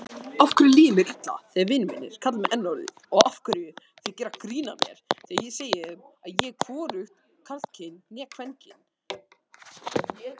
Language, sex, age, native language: Icelandic, other, 18-19, Icelandic